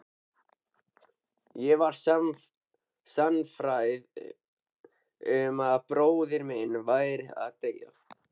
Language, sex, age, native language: Icelandic, male, 13, Icelandic